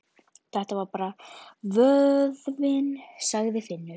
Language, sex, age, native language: Icelandic, female, 12, Icelandic